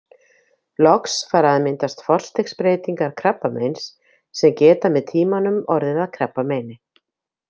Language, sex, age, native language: Icelandic, female, 50-59, Icelandic